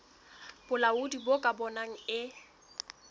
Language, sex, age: Southern Sotho, female, 21